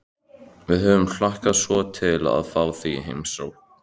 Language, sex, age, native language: Icelandic, male, 13, Icelandic